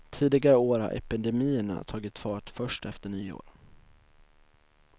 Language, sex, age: Swedish, male, 19